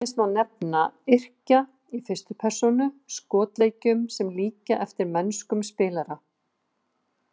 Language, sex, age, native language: Icelandic, female, 50-59, Icelandic